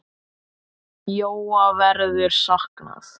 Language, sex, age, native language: Icelandic, male, 8, Icelandic